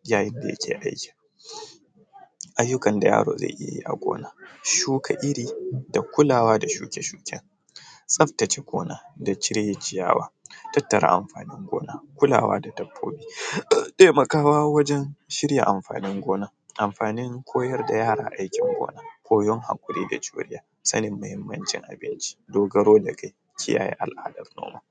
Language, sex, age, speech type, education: Hausa, male, 15-29, spontaneous, tertiary